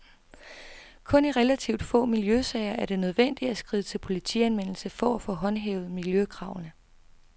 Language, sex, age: Danish, female, 32